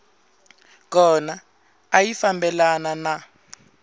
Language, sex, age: Tsonga, male, 20